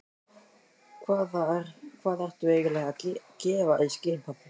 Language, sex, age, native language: Icelandic, male, 13, Icelandic